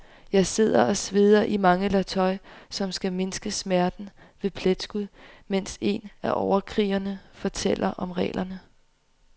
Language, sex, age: Danish, female, 25